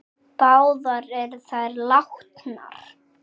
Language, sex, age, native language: Icelandic, male, 6, Icelandic